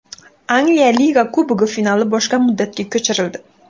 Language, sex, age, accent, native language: Uzbek, female, 18-24, Xorazm, Uzbek